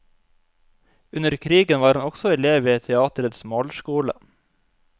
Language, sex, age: Norwegian, male, 25